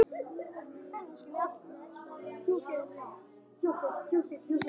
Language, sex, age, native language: Icelandic, male, 9, Icelandic